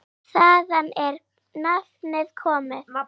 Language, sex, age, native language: Icelandic, female, 8, Icelandic